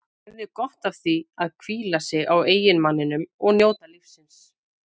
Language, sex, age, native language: Icelandic, female, 20-29, Icelandic